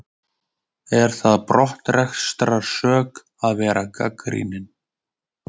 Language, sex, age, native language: Icelandic, male, 20-29, Icelandic